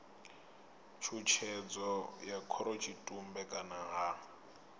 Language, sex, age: Venda, male, 24